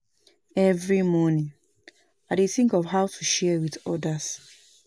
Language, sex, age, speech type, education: Nigerian Pidgin, female, 30-45, spontaneous, tertiary